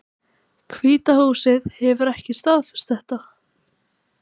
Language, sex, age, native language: Icelandic, female, 18-19, Icelandic